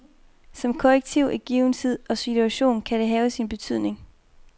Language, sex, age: Danish, female, 24